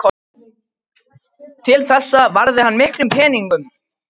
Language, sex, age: Icelandic, other, 50-59